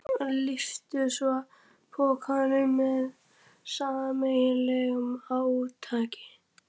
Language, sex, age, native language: Icelandic, male, 11, Icelandic